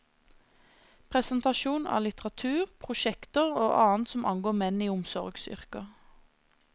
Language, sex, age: Norwegian, female, 26